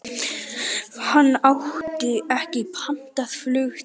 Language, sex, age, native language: Icelandic, male, 12, Icelandic